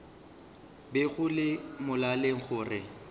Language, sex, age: Northern Sotho, male, 35